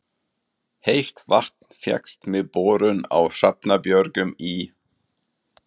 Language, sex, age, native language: Icelandic, male, 40-49, German